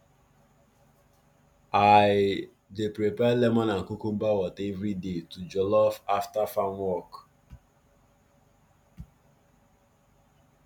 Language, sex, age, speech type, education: Nigerian Pidgin, male, 15-29, spontaneous, tertiary